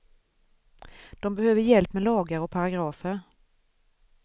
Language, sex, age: Swedish, female, 41